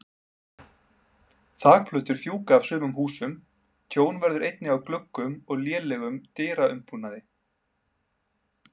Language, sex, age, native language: Icelandic, male, 30-39, Icelandic